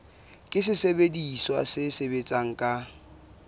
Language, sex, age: Southern Sotho, male, 22